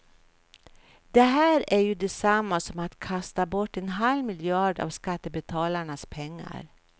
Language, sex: Swedish, female